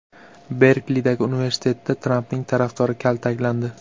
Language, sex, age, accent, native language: Uzbek, male, 18-24, Buxoro, Uzbek